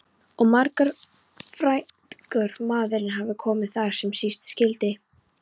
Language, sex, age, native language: Icelandic, female, 13, Polish